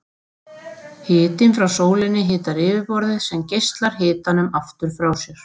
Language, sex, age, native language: Icelandic, female, 40-49, Icelandic